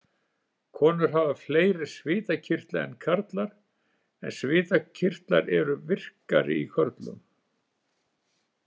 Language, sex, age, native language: Icelandic, male, 70-79, Icelandic